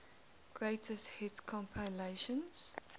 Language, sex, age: English, female, 19